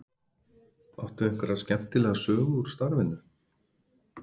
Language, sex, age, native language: Icelandic, male, 50-59, Icelandic